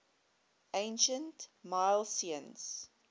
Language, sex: English, female